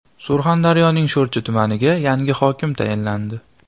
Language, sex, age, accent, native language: Uzbek, male, 18-24, Farg'ona, Uzbek